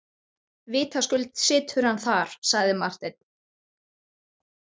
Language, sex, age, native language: Icelandic, male, 12, Icelandic